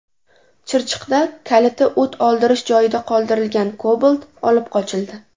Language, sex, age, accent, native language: Uzbek, female, 18-24, Namangan, Uzbek